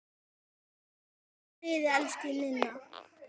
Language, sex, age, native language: Icelandic, male, 10, Icelandic